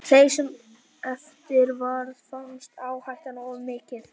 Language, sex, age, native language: Icelandic, male, 11, Icelandic